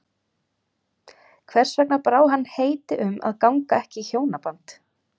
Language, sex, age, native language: Icelandic, female, 30-39, Icelandic